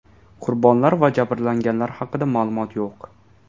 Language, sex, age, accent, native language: Uzbek, male, 18-24, Toshkent viloyati, Uzbek